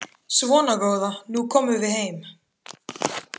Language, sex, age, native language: Icelandic, male, 14, Icelandic